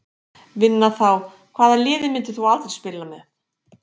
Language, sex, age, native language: Icelandic, female, 50-59, Icelandic